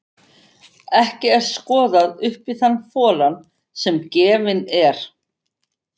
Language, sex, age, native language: Icelandic, female, 50-59, Icelandic